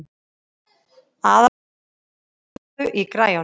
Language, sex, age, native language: Icelandic, female, 30-39, Icelandic